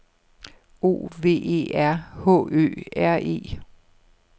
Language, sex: Danish, female